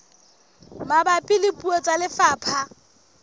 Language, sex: Southern Sotho, female